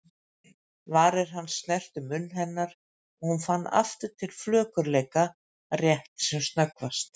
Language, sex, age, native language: Icelandic, female, 50-59, Icelandic